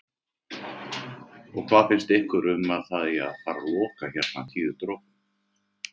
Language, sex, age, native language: Icelandic, male, 50-59, Icelandic